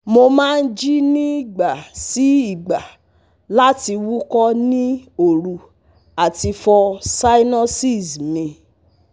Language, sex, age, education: Yoruba, female, 15-29, tertiary